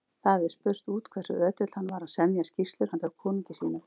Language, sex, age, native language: Icelandic, female, 40-49, Icelandic